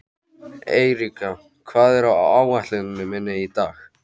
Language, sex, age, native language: Icelandic, male, 13, Icelandic